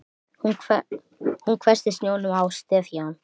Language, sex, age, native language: Icelandic, male, 9, Icelandic